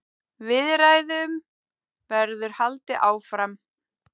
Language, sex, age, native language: Icelandic, female, 30-39, Icelandic